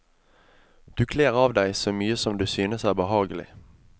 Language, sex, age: Norwegian, male, 25